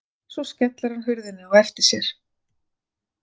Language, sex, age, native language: Icelandic, female, 40-49, Icelandic